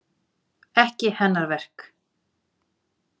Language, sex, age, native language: Icelandic, female, 40-49, Icelandic